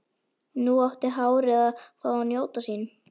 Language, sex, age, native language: Icelandic, female, 11, Icelandic